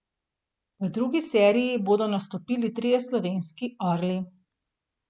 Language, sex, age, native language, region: Slovenian, female, 30-49, Slovenian, Gorenjska region